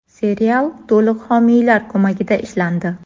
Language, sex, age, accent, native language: Uzbek, female, 18-24, Navoiy, Uzbek